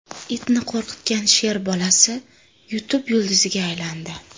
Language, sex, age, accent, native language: Uzbek, female, 25-34, Sirdaryo, Uzbek